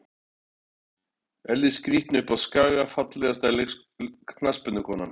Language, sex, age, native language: Icelandic, male, 60-69, Icelandic